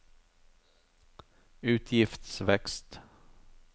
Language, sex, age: Norwegian, male, 43